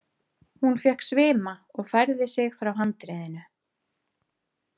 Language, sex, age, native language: Icelandic, female, 30-39, Icelandic